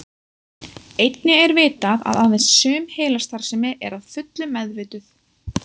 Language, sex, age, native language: Icelandic, female, 20-29, Icelandic